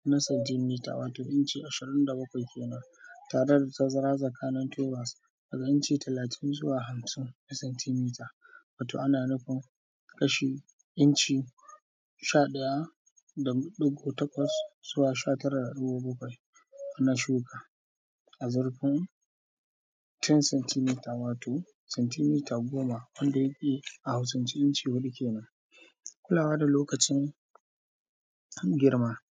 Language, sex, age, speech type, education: Hausa, male, 15-29, spontaneous, primary